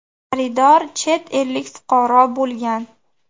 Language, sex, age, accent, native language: Uzbek, female, 18-24, Farg'ona, Uzbek